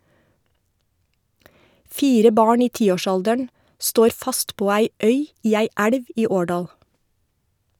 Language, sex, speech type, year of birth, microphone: Norwegian, female, read, 1970, Shure